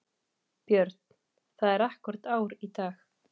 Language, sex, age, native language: Icelandic, female, 30-39, Icelandic